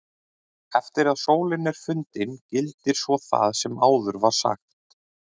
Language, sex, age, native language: Icelandic, male, 30-39, Icelandic